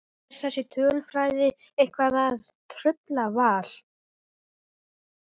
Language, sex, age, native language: Icelandic, male, 11, Icelandic